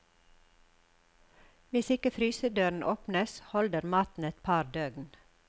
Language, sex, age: Norwegian, female, 54